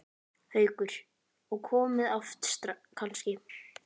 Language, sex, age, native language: Icelandic, female, 10, Icelandic